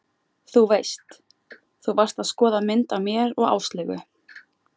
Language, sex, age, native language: Icelandic, female, 20-29, Icelandic